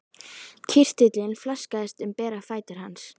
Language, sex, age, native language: Icelandic, female, 12, Icelandic